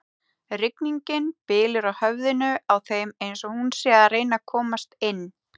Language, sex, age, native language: Icelandic, female, 30-39, Icelandic